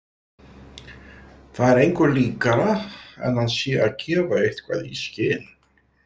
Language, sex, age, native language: Icelandic, male, 60-69, Icelandic